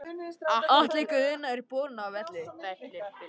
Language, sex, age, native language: Icelandic, male, 18-19, Icelandic